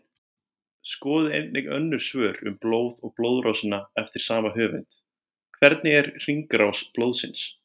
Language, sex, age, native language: Icelandic, male, 20-29, Icelandic